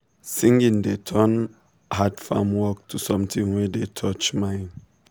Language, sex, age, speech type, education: Nigerian Pidgin, male, 15-29, spontaneous, tertiary